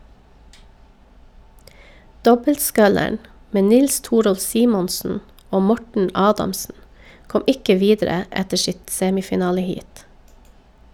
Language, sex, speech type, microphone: Norwegian, female, read, Shure